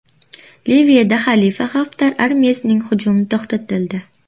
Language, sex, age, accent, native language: Uzbek, female, 18-24, Namangan, Uzbek